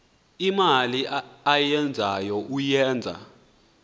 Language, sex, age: Xhosa, male, 20